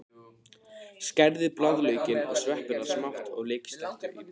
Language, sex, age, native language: Icelandic, male, 15, Icelandic